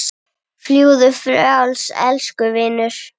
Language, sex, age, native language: Icelandic, female, 9, Icelandic